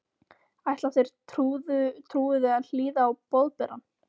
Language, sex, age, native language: Icelandic, female, 14, Icelandic